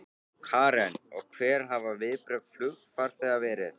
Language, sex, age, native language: Icelandic, male, 13, Icelandic